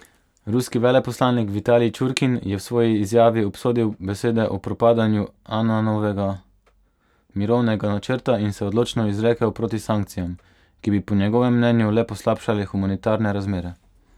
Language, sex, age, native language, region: Slovenian, male, 18-29, Slovenian, Pomurje region